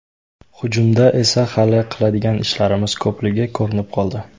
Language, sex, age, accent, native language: Uzbek, male, 18-24, Toshkent viloyati, Uzbek